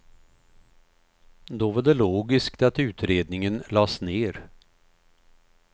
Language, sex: Swedish, male